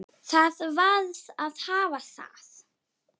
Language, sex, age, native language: Icelandic, female, 7, Icelandic